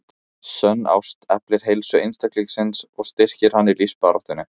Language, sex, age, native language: Icelandic, male, 15, Icelandic